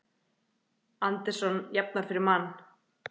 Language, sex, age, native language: Icelandic, other, 30-39, Icelandic